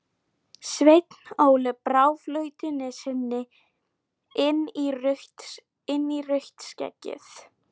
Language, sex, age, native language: Icelandic, female, 11, Polish